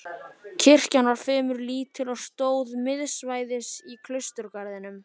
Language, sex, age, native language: Icelandic, male, 14, Icelandic